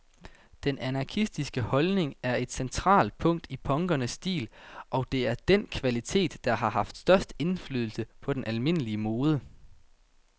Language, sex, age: Danish, male, 19